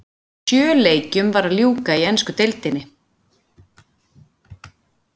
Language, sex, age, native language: Icelandic, female, 40-49, Icelandic